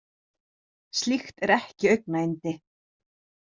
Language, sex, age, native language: Icelandic, female, 30-39, Icelandic